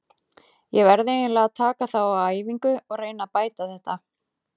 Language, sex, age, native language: Icelandic, female, 30-39, Icelandic